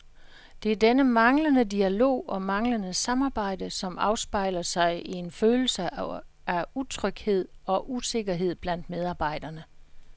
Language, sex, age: Danish, female, 66